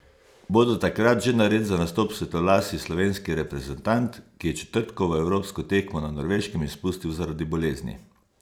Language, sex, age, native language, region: Slovenian, male, 50-59, Slovenian, Savinja region